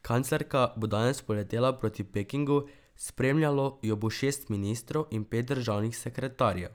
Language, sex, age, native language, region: Slovenian, male, 12-17, Slovenian, Drava region